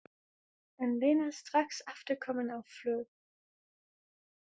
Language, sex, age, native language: Icelandic, female, 20-29, German